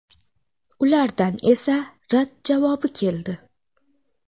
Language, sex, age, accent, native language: Uzbek, female, 18-24, Xorazm, Uzbek